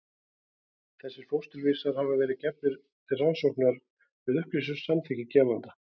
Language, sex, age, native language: Icelandic, male, 40-49, Icelandic